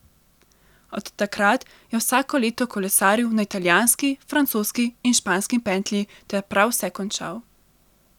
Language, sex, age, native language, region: Slovenian, female, 18-29, Slovenian, Central Slovenia